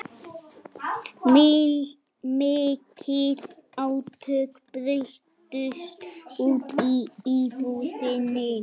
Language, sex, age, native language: Icelandic, female, 40-49, Icelandic